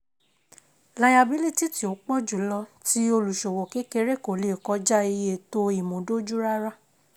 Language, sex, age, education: Yoruba, female, 15-29, secondary